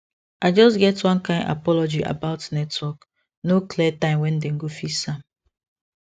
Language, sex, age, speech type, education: Nigerian Pidgin, female, 15-29, spontaneous, secondary